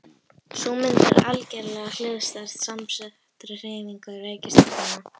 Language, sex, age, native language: Icelandic, female, 18-19, Icelandic